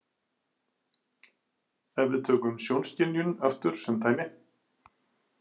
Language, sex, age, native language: Icelandic, male, 40-49, Icelandic